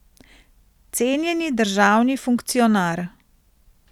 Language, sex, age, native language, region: Slovenian, female, 30-49, Slovenian, Central Slovenia